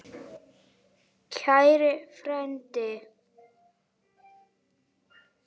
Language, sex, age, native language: Icelandic, female, 8, Icelandic